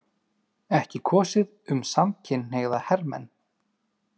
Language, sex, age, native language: Icelandic, male, 30-39, Icelandic